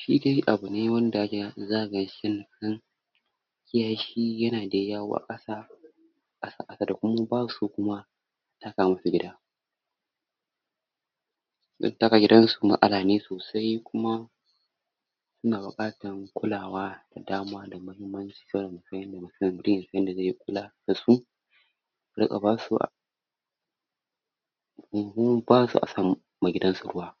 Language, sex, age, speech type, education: Hausa, male, 46-60, spontaneous, tertiary